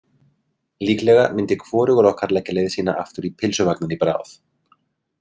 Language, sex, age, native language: Icelandic, male, 30-39, Icelandic